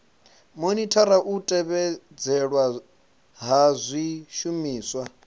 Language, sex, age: Venda, male, 25